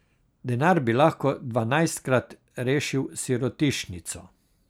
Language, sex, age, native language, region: Slovenian, male, 60+, Slovenian, Carinthia region